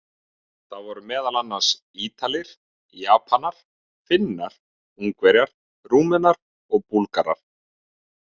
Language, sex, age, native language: Icelandic, male, 30-39, Icelandic